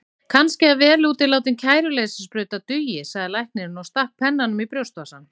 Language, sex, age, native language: Icelandic, female, 40-49, Icelandic